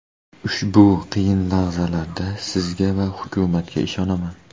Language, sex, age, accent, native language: Uzbek, male, 18-24, Namangan, Uzbek